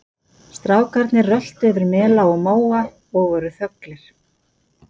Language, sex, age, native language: Icelandic, female, 50-59, Icelandic